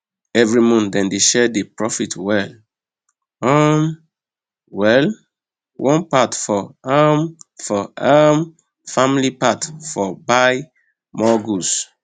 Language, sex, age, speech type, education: Nigerian Pidgin, male, 15-29, spontaneous, secondary